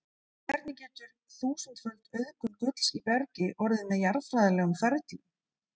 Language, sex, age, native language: Icelandic, female, 30-39, Icelandic